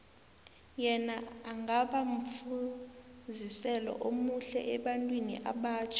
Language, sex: South Ndebele, female